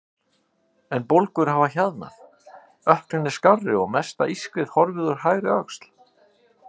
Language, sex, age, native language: Icelandic, male, 50-59, Icelandic